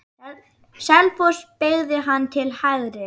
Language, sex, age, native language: Icelandic, female, 9, Icelandic